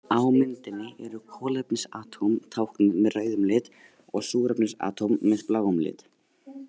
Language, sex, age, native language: Icelandic, male, 18-19, Icelandic